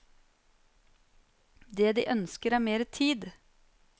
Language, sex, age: Norwegian, female, 39